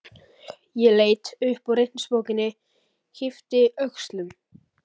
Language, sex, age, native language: Icelandic, male, 11, Icelandic